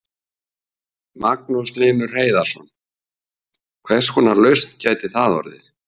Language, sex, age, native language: Icelandic, male, 50-59, Icelandic